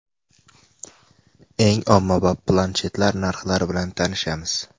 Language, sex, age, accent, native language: Uzbek, male, 18-24, Namangan, Uzbek